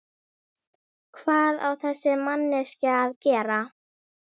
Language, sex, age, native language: Icelandic, female, 11, Icelandic